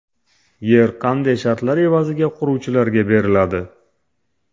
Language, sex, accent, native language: Uzbek, male, Toshkent shahri, Uzbek